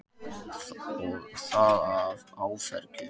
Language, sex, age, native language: Icelandic, male, 18-19, Icelandic